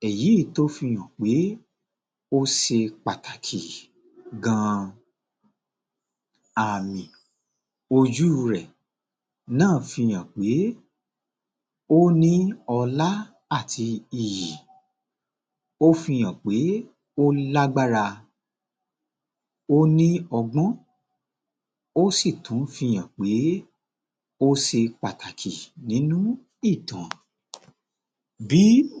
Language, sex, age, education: Yoruba, male, 30-45, tertiary